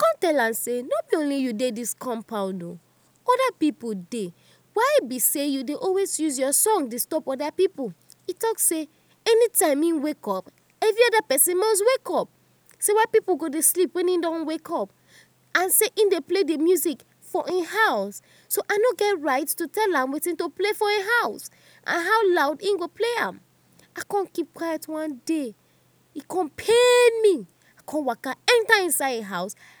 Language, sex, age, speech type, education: Nigerian Pidgin, female, 30-45, spontaneous, tertiary